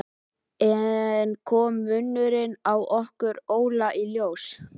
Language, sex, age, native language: Icelandic, male, 12, Icelandic